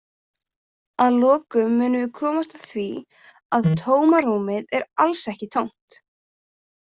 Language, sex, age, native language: Icelandic, female, 20-29, Icelandic